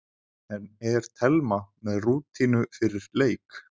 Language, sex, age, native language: Icelandic, male, 20-29, Icelandic